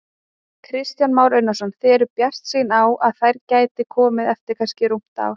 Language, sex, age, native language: Icelandic, female, 30-39, Icelandic